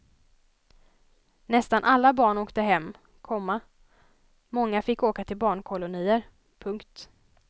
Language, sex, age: Swedish, female, 20